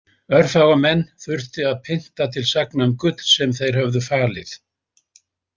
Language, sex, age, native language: Icelandic, male, 80-89, Icelandic